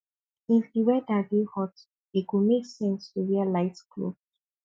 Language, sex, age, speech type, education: Nigerian Pidgin, female, 15-29, spontaneous, tertiary